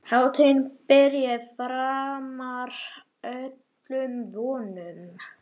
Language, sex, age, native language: Icelandic, male, 10, Icelandic